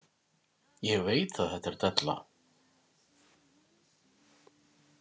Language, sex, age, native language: Icelandic, male, 50-59, Icelandic